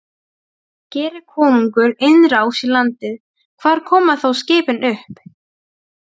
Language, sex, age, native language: Icelandic, female, 12, Serbo-Croatian